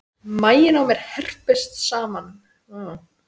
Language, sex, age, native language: Icelandic, female, 10, Icelandic